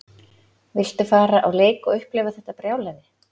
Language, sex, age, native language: Icelandic, female, 40-49, Icelandic